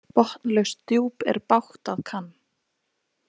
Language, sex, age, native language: Icelandic, female, 20-29, Icelandic